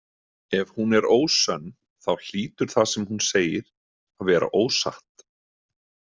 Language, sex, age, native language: Icelandic, male, 30-39, Icelandic